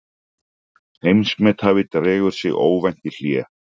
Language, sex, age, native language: Icelandic, male, 40-49, Icelandic